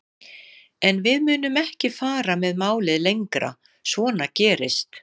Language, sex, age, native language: Icelandic, female, 60-69, Icelandic